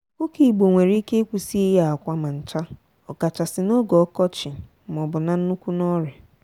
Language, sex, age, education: Igbo, female, 15-29, tertiary